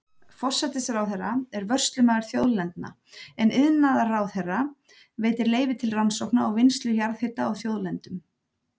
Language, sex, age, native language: Icelandic, female, 30-39, Icelandic